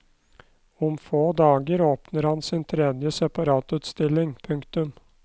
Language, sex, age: Norwegian, male, 29